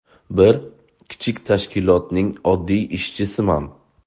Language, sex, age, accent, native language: Uzbek, male, 18-24, Buxoro, Uzbek